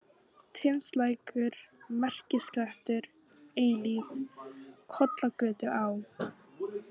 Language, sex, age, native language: Icelandic, female, 18-19, Icelandic